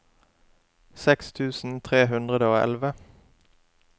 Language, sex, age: Norwegian, male, 27